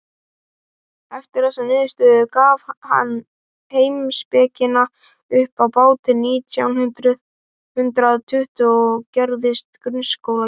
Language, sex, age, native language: Icelandic, male, 18-19, Icelandic